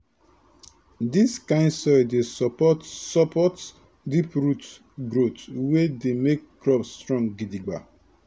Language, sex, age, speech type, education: Nigerian Pidgin, male, 30-45, spontaneous, tertiary